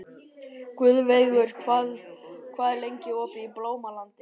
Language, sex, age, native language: Icelandic, male, 12, Icelandic